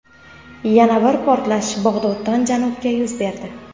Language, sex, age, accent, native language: Uzbek, female, 19-29, Namangan, Uzbek